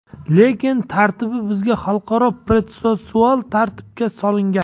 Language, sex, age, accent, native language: Uzbek, male, 35+, Jizzax, Uzbek